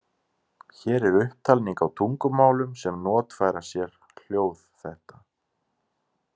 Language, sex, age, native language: Icelandic, male, 30-39, Icelandic